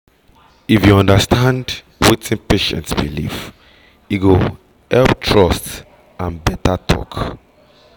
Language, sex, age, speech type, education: Nigerian Pidgin, male, 30-45, spontaneous, tertiary